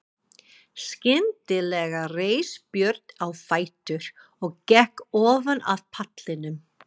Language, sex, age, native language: Icelandic, female, 40-49, English